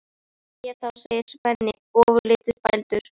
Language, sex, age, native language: Icelandic, female, 13, Icelandic